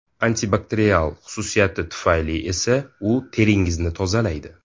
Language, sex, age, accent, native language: Uzbek, male, 18-24, Toshkent shahri, Uzbek